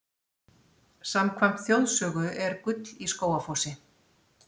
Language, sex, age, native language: Icelandic, female, 60-69, Icelandic